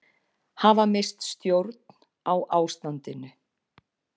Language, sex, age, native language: Icelandic, female, 50-59, Icelandic